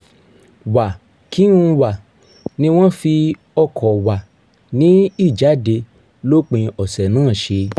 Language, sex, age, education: Yoruba, male, 30-45, tertiary